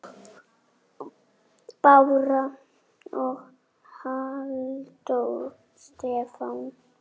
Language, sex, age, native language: Icelandic, male, 8, Icelandic